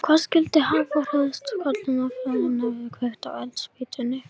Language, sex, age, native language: Icelandic, male, 18-19, Icelandic